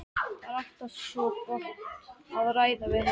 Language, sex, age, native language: Icelandic, male, 13, Icelandic